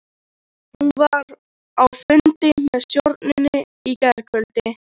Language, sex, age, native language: Icelandic, male, 13, Icelandic